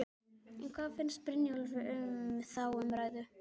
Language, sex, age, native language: Icelandic, male, 12, Icelandic